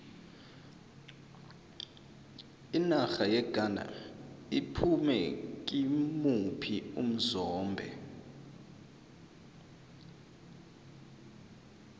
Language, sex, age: South Ndebele, male, 23